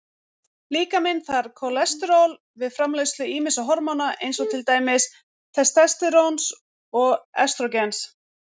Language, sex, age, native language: Icelandic, female, 40-49, Icelandic